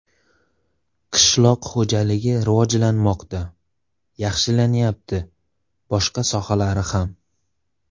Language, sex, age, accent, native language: Uzbek, male, 18-24, Surxondaryo, Uzbek